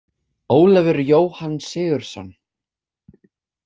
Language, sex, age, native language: Icelandic, other, 20-29, English